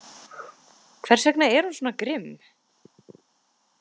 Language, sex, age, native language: Icelandic, female, 30-39, Icelandic